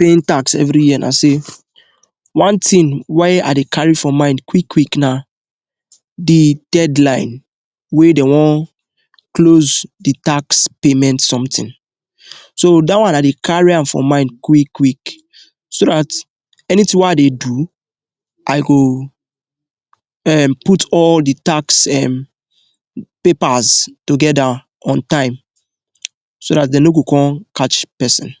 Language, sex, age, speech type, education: Nigerian Pidgin, male, 15-29, spontaneous, tertiary